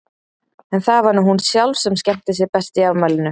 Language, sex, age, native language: Icelandic, female, 30-39, Icelandic